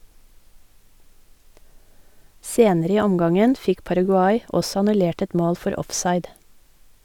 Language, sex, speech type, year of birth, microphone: Norwegian, female, read, 1972, Sennheiser